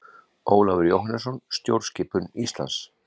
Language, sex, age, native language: Icelandic, male, 40-49, Icelandic